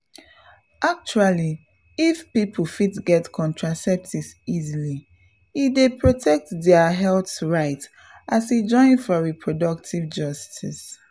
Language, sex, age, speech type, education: Nigerian Pidgin, female, 15-29, spontaneous, tertiary